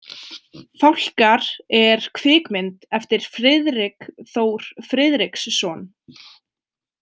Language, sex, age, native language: Icelandic, female, 20-29, Icelandic